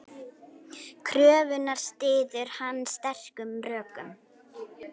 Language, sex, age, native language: Icelandic, female, 9, Icelandic